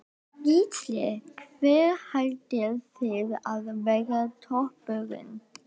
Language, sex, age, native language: Icelandic, female, 12, Icelandic